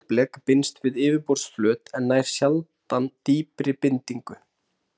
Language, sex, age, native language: Icelandic, male, 30-39, Icelandic